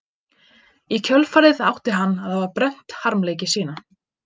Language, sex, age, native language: Icelandic, female, 20-29, Icelandic